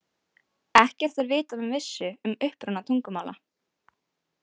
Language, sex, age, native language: Icelandic, female, 18-19, Icelandic